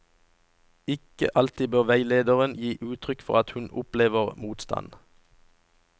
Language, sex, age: Norwegian, male, 37